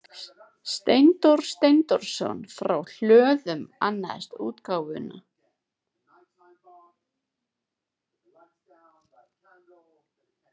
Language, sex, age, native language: Icelandic, female, 30-39, Icelandic